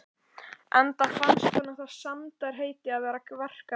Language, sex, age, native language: Icelandic, male, 11, Icelandic